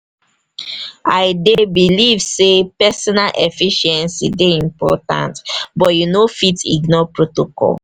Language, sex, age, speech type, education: Nigerian Pidgin, female, 15-29, spontaneous, tertiary